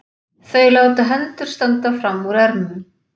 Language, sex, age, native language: Icelandic, female, 40-49, Icelandic